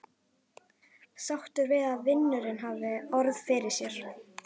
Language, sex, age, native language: Icelandic, female, 11, Icelandic